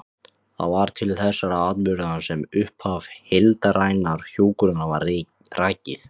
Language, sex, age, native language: Icelandic, male, 18-19, Icelandic